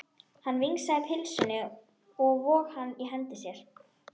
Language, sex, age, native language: Icelandic, female, 12, Icelandic